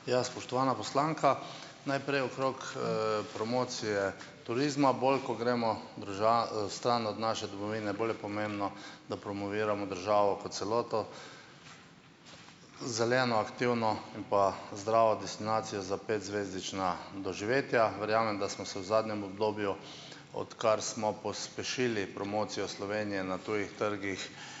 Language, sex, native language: Slovenian, male, Slovenian